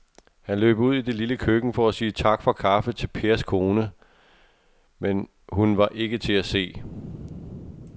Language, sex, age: Danish, male, 48